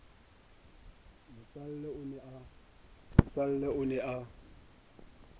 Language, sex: Southern Sotho, male